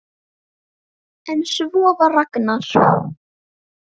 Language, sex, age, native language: Icelandic, female, 10, Icelandic